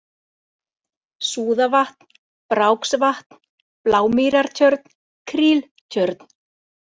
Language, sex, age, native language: Icelandic, female, 40-49, Icelandic